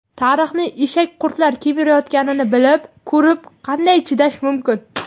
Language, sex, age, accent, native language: Uzbek, female, 18-24, Qashqadaryo, Uzbek